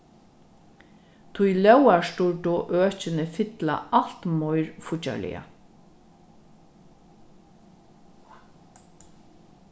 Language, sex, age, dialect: Faroese, female, 36-60, Norðurstreymoy/Eysturoy